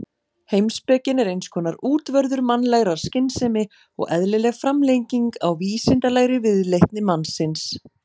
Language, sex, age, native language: Icelandic, female, 40-49, Icelandic